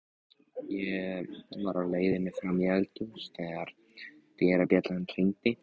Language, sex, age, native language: Icelandic, male, 14, Icelandic